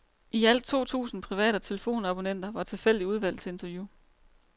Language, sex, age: Danish, female, 30